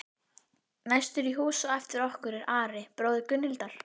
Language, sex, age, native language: Icelandic, female, 11, Icelandic